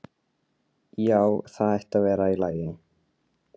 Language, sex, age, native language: Icelandic, male, 13, Icelandic